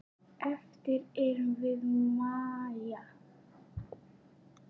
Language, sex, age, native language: Icelandic, male, 8, Icelandic